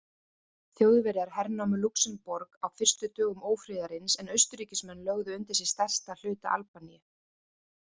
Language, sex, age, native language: Icelandic, female, 30-39, Icelandic